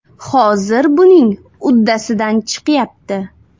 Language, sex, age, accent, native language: Uzbek, female, 19-29, Xorazm, Uzbek